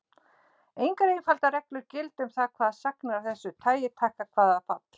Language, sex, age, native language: Icelandic, female, 60-69, Icelandic